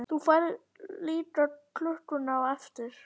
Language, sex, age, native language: Icelandic, female, 11, Icelandic